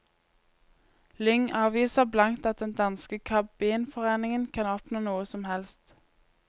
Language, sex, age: Norwegian, female, 20